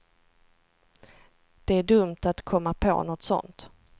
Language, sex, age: Swedish, female, 38